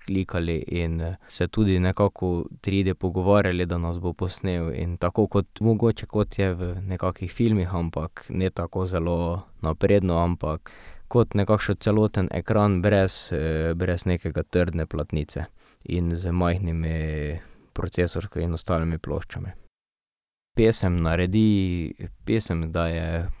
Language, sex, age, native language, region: Slovenian, male, 18-29, Slovenian, Drava region